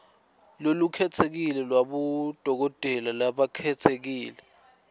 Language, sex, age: Swati, male, 21